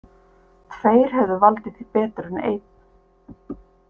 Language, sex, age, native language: Icelandic, female, 50-59, Icelandic